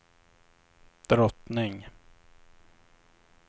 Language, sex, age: Swedish, male, 26